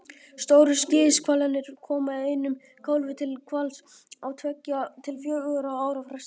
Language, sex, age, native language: Icelandic, female, 50-59, Icelandic